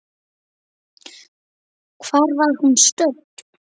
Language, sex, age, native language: Icelandic, female, 8, Icelandic